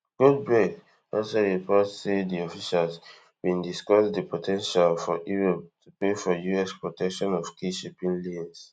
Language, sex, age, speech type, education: Nigerian Pidgin, male, 15-29, spontaneous, tertiary